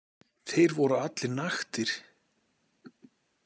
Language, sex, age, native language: Icelandic, male, 40-49, Icelandic